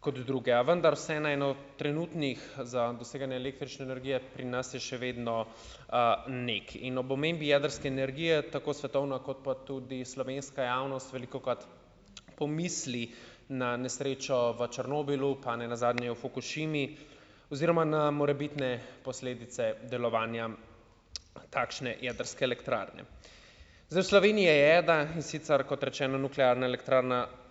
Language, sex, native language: Slovenian, male, Slovenian